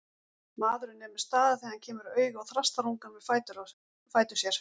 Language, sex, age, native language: Icelandic, female, 40-49, Icelandic